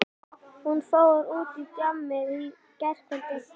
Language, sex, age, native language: Icelandic, female, 11, Icelandic